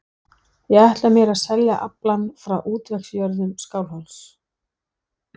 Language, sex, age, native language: Icelandic, female, 60-69, Danish